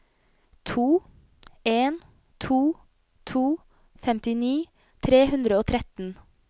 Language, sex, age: Norwegian, female, 25